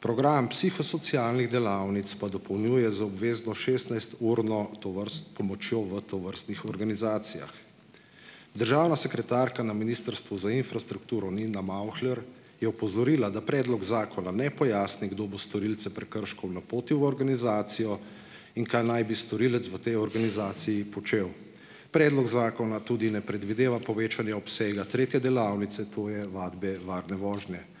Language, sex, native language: Slovenian, male, Slovenian